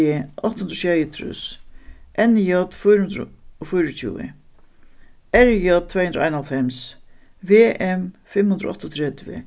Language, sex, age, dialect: Faroese, female, 61+, Suðuroy